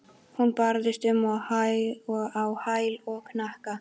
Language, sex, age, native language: Icelandic, female, 12, Icelandic